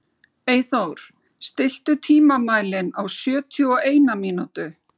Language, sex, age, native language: Icelandic, female, 40-49, Icelandic